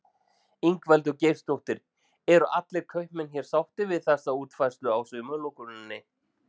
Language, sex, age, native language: Icelandic, male, 40-49, Icelandic